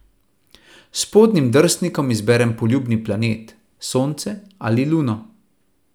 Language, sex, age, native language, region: Slovenian, male, 30-49, Slovenian, Central Slovenia